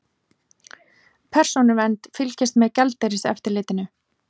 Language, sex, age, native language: Icelandic, female, 40-49, Icelandic